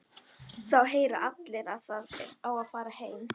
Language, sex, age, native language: Icelandic, female, 11, Icelandic